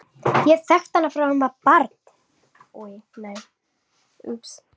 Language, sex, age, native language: Icelandic, female, 11, Icelandic